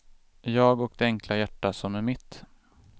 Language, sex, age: Swedish, male, 25